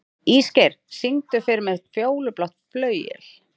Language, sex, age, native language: Icelandic, female, 30-39, Icelandic